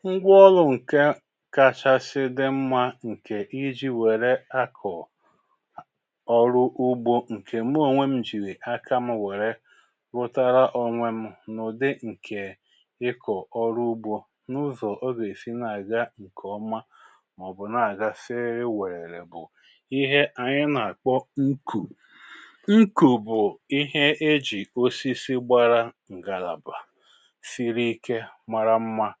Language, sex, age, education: Igbo, male, 46-60, tertiary